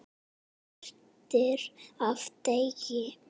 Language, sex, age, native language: Icelandic, female, 6, Icelandic